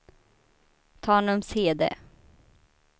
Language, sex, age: Swedish, female, 29